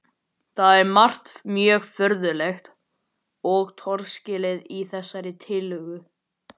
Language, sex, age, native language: Icelandic, male, 12, Icelandic